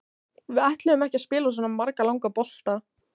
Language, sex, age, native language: Icelandic, female, 18-19, Icelandic